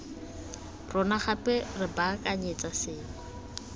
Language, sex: Tswana, female